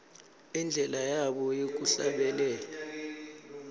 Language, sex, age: Swati, male, 26